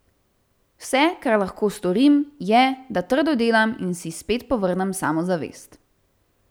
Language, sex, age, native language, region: Slovenian, female, 18-29, Slovenian, Central Slovenia